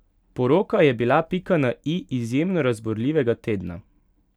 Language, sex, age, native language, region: Slovenian, male, 18-29, Slovenian, Pomurje region